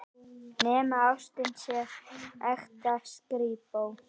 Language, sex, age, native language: Icelandic, male, 10, Icelandic